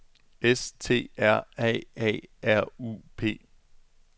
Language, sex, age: Danish, male, 27